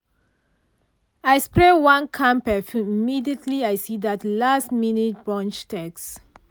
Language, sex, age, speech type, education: Nigerian Pidgin, female, 30-45, spontaneous, tertiary